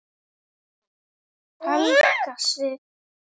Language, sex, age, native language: Icelandic, male, 9, Icelandic